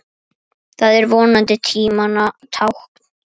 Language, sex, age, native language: Icelandic, female, 8, Icelandic